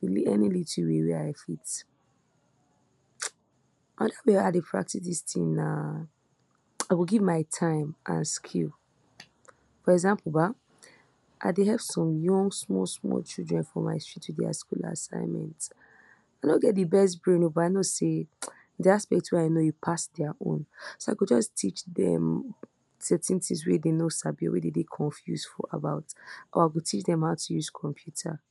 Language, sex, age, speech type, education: Nigerian Pidgin, female, 46-60, spontaneous, tertiary